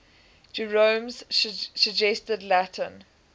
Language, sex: English, female